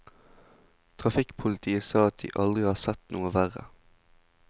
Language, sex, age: Norwegian, male, 20